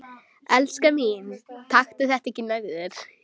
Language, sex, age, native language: Icelandic, female, 12, Icelandic